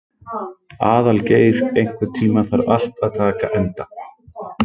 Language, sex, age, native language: Icelandic, male, 18-19, Icelandic